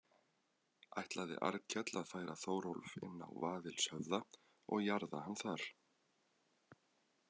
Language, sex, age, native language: Icelandic, male, 20-29, Icelandic